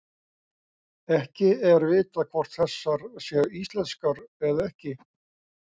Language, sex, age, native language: Icelandic, male, 60-69, Icelandic